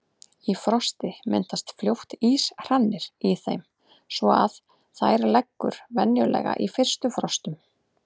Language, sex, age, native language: Icelandic, female, 30-39, Icelandic